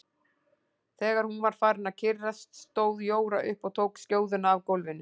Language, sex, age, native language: Icelandic, female, 40-49, Icelandic